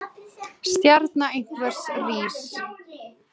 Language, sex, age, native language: Icelandic, female, 20-29, Icelandic